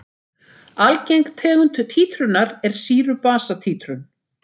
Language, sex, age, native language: Icelandic, female, 60-69, Icelandic